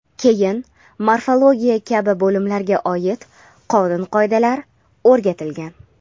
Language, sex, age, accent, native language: Uzbek, female, under 19, Andijon, Uzbek